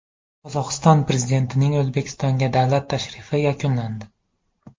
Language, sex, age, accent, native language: Uzbek, male, 18-24, Andijon, Uzbek